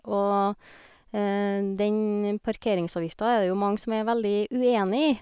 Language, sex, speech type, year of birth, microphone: Norwegian, female, spontaneous, 1971, Sennheiser